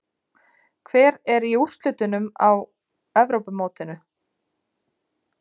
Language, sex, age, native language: Icelandic, female, 30-39, Icelandic